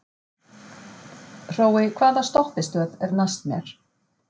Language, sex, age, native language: Icelandic, female, 50-59, Icelandic